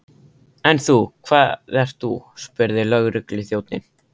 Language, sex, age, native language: Icelandic, male, 13, Icelandic